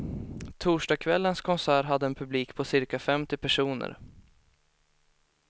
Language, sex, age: Swedish, male, 18